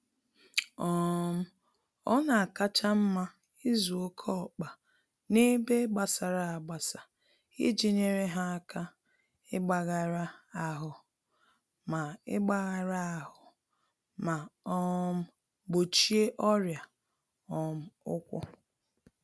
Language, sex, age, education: Igbo, female, 30-45, tertiary